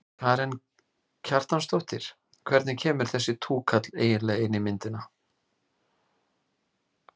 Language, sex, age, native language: Icelandic, male, 40-49, Icelandic